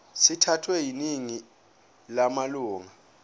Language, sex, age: Zulu, male, 20